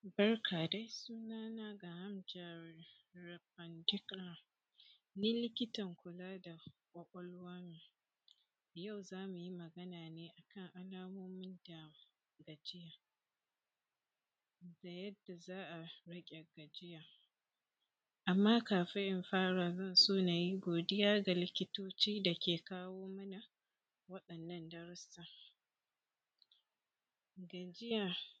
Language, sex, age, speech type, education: Hausa, female, 15-29, spontaneous, secondary